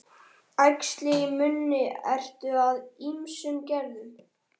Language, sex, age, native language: Icelandic, male, 13, Icelandic